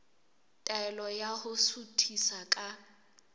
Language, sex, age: Southern Sotho, female, 23